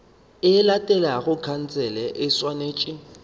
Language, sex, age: Northern Sotho, male, 25